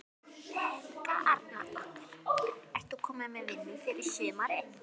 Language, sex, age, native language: Icelandic, other, 12, Icelandic